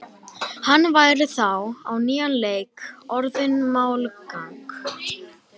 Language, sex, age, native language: Icelandic, female, 18-19, Romanian